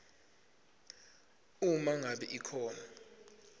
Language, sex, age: Swati, male, 25